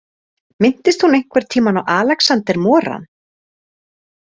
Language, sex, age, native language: Icelandic, female, 30-39, Icelandic